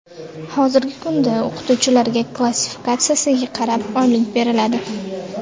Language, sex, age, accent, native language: Uzbek, female, 25-34, Surxondaryo, Uzbek